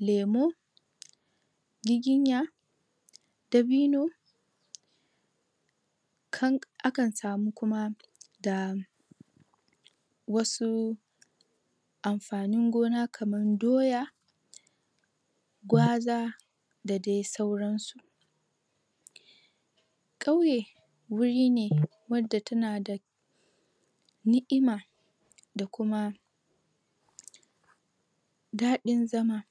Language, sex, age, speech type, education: Hausa, female, 15-29, spontaneous, tertiary